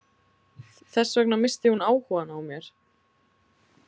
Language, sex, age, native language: Icelandic, female, 20-29, Icelandic